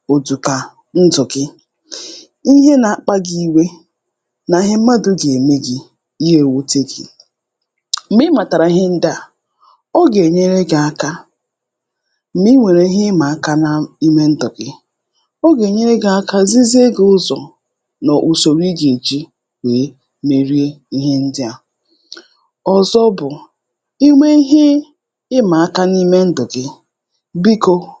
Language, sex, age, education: Igbo, female, 30-45, tertiary